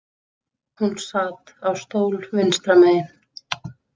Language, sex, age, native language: Icelandic, female, 20-29, Icelandic